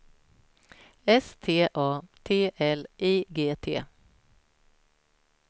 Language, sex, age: Swedish, female, 46